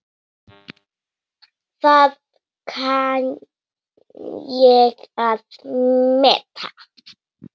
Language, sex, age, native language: Icelandic, female, 7, Icelandic